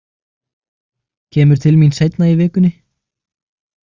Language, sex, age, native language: Icelandic, male, 20-29, Icelandic